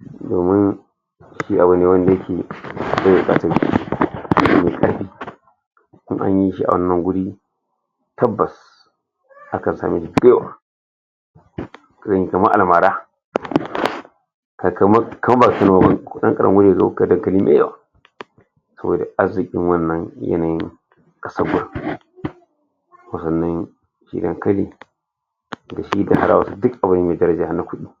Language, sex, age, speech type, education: Hausa, male, 60+, spontaneous, tertiary